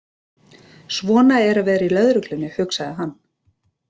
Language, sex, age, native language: Icelandic, female, 30-39, Icelandic